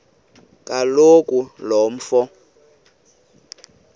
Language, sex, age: Xhosa, male, 18